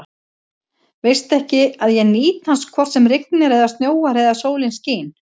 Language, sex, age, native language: Icelandic, female, 50-59, Icelandic